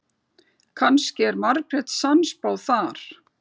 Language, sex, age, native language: Icelandic, female, 40-49, Icelandic